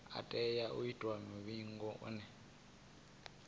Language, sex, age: Venda, male, 22